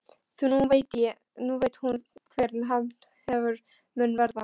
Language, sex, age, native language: Icelandic, female, 13, Polish